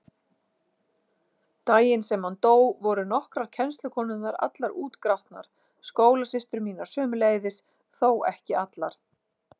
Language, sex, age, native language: Icelandic, female, 40-49, Icelandic